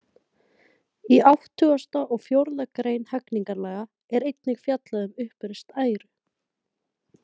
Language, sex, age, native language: Icelandic, female, 20-29, Icelandic